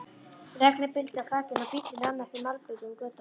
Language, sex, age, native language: Icelandic, female, 11, Icelandic